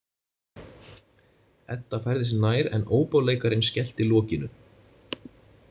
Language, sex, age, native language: Icelandic, male, 20-29, Icelandic